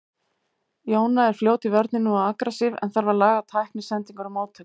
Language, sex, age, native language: Icelandic, female, 18-19, Icelandic